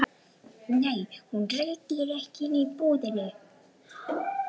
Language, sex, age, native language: Icelandic, male, 11, Icelandic